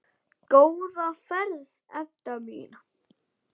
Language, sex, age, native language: Icelandic, male, 8, Icelandic